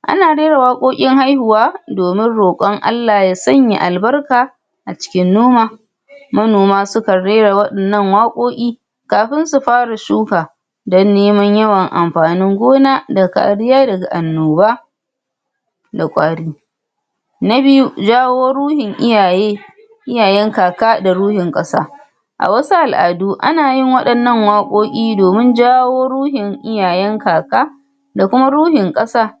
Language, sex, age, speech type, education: Hausa, female, 46-60, spontaneous, tertiary